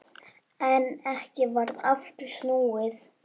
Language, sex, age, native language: Icelandic, female, 8, Icelandic